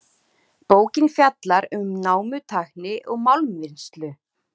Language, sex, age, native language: Icelandic, female, 30-39, Icelandic